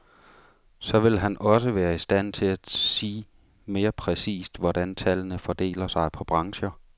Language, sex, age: Danish, male, 35